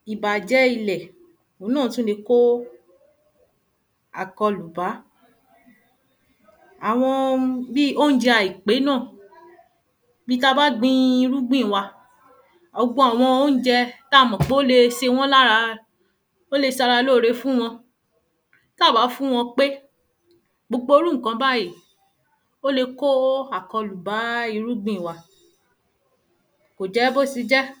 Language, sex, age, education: Yoruba, female, 30-45, tertiary